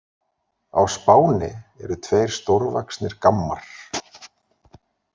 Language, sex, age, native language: Icelandic, male, 40-49, Icelandic